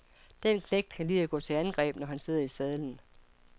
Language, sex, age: Danish, female, 55